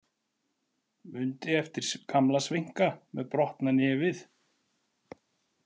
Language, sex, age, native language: Icelandic, male, 40-49, Icelandic